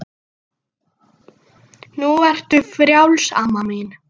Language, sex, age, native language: Icelandic, female, 9, Icelandic